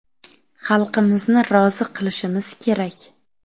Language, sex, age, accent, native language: Uzbek, female, 12-17, Samarqand, Uzbek